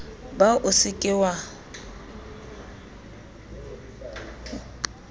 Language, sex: Southern Sotho, female